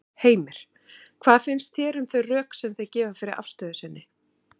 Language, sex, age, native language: Icelandic, female, 40-49, Icelandic